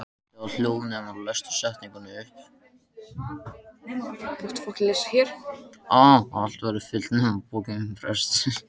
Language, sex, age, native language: Icelandic, male, 18-19, Icelandic